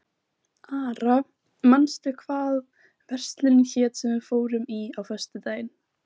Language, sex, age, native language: Icelandic, female, 18-19, Icelandic